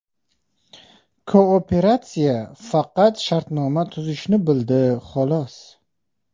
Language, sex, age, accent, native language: Uzbek, male, 25-34, Qashqadaryo, Uzbek